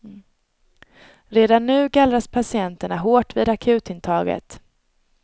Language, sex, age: Swedish, female, 22